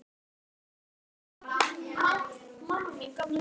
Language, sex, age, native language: Icelandic, female, 10, Icelandic